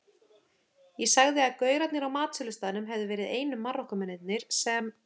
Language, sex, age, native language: Icelandic, female, 30-39, Icelandic